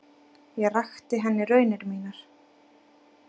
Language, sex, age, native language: Icelandic, female, 8, Icelandic